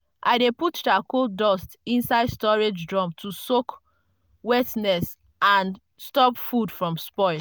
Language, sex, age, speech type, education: Nigerian Pidgin, female, 30-45, spontaneous, tertiary